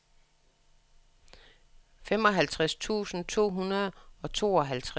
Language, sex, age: Danish, female, 61